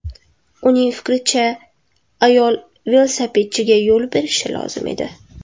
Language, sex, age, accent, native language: Uzbek, female, 19-29, Toshkent shahri, Uzbek